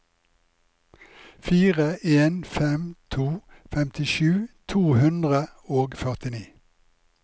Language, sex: Norwegian, male